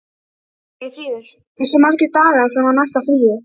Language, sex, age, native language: Icelandic, female, 12, Icelandic